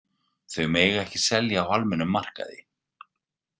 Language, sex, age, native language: Icelandic, male, 40-49, Icelandic